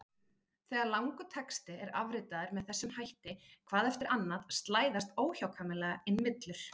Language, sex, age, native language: Icelandic, female, 40-49, Icelandic